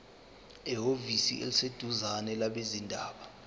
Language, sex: Zulu, male